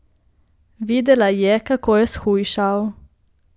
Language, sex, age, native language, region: Slovenian, female, 18-29, Slovenian, Coastal Karst region